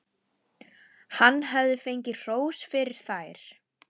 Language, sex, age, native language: Icelandic, female, 11, Icelandic